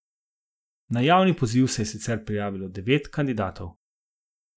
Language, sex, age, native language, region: Slovenian, male, 50-59, Slovenian, Zasavska region